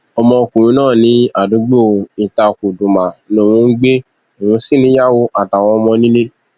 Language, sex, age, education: Yoruba, male, 15-29, tertiary